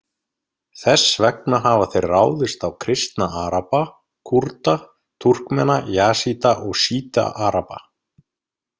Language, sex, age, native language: Icelandic, male, 30-39, Icelandic